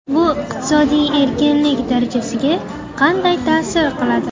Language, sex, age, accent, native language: Uzbek, female, 18-24, Namangan, Uzbek